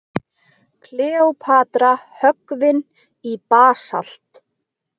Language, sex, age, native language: Icelandic, female, 20-29, Icelandic